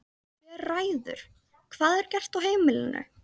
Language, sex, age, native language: Icelandic, female, 13, Icelandic